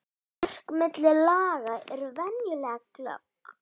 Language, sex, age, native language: Icelandic, female, 11, Icelandic